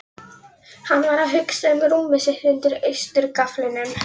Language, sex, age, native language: Icelandic, female, 11, Icelandic